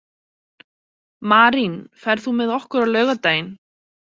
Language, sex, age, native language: Icelandic, female, 30-39, Icelandic